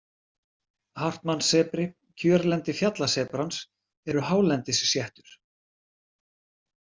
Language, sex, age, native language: Icelandic, male, 40-49, Icelandic